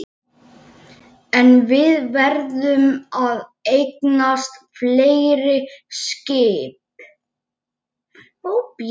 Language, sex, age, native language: Icelandic, male, 11, Icelandic